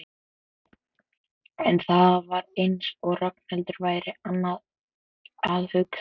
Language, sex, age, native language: Icelandic, male, 11, Icelandic